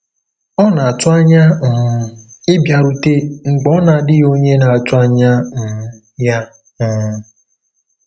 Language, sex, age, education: Igbo, male, 15-29, tertiary